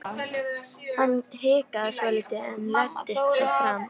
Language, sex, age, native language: Icelandic, female, 13, Icelandic